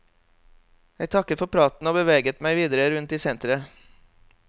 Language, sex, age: Norwegian, male, 32